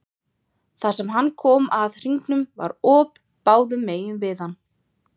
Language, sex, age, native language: Icelandic, female, 30-39, Icelandic